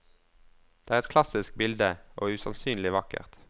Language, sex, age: Norwegian, male, 22